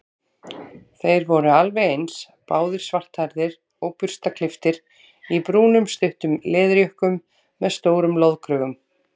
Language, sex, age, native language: Icelandic, female, 30-39, Icelandic